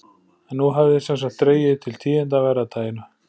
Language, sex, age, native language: Icelandic, male, 40-49, Icelandic